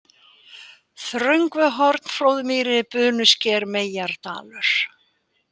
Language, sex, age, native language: Icelandic, female, 80-89, Icelandic